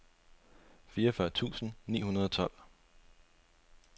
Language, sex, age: Danish, male, 25